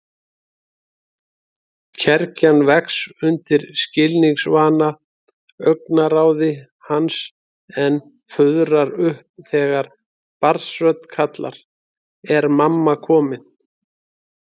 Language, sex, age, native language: Icelandic, male, 30-39, Icelandic